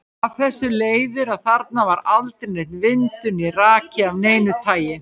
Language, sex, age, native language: Icelandic, female, 50-59, Icelandic